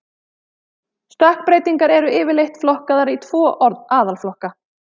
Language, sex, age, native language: Icelandic, female, 30-39, Icelandic